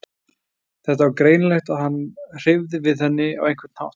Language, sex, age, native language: Icelandic, male, 20-29, Icelandic